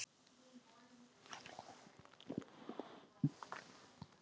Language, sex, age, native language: Icelandic, male, 10, Icelandic